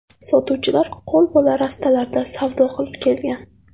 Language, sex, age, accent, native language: Uzbek, female, 19-29, Navoiy, Uzbek